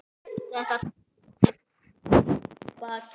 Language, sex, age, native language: Icelandic, male, 8, Icelandic